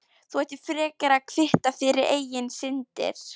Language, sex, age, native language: Icelandic, female, 11, Polish